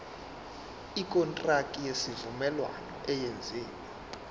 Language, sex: Zulu, male